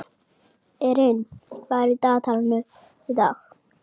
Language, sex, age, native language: Icelandic, female, 30-39, Icelandic